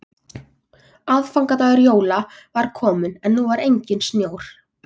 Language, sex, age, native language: Icelandic, female, 14, Icelandic